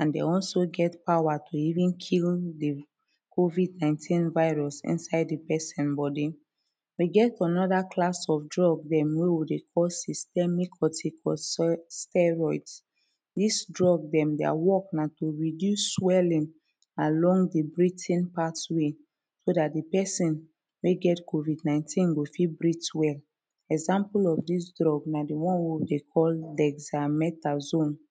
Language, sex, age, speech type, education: Nigerian Pidgin, female, 30-45, spontaneous, tertiary